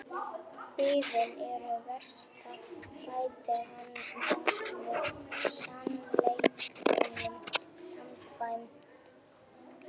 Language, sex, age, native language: Icelandic, female, 11, German